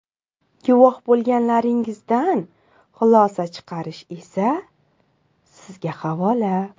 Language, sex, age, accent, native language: Uzbek, female, 19-29, Samarqand, Uzbek